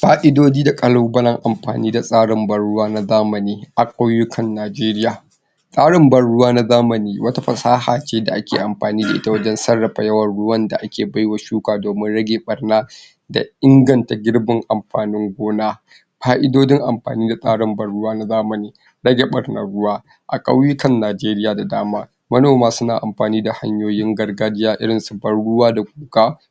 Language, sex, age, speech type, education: Hausa, male, 46-60, spontaneous, tertiary